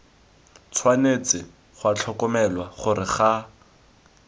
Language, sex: Tswana, male